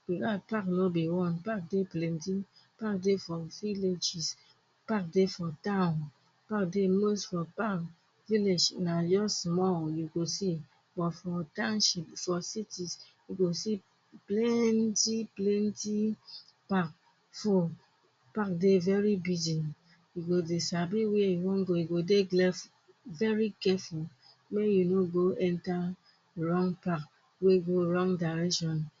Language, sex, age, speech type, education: Nigerian Pidgin, female, 30-45, spontaneous, tertiary